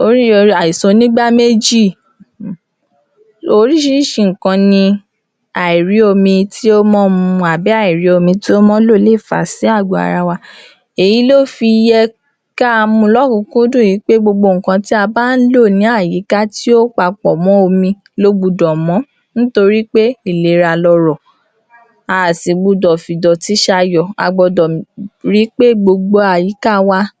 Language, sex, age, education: Yoruba, female, 46-60, tertiary